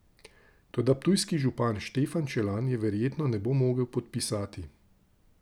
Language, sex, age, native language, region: Slovenian, male, 30-49, Slovenian, Drava region